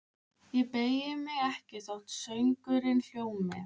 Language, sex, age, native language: Icelandic, female, 15, Icelandic